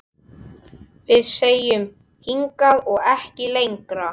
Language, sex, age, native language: Icelandic, male, 12, Icelandic